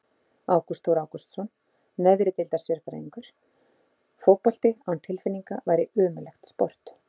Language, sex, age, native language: Icelandic, female, 30-39, Icelandic